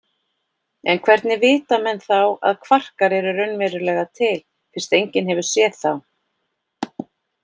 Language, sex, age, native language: Icelandic, female, 40-49, Icelandic